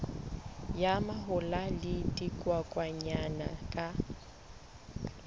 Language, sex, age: Southern Sotho, female, 20